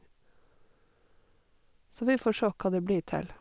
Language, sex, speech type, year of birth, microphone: Norwegian, female, spontaneous, 1952, Sennheiser